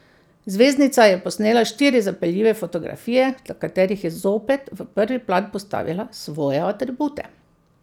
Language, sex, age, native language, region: Slovenian, female, 50-59, Slovenian, Central Slovenia